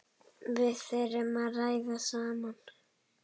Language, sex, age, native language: Icelandic, female, 7, Icelandic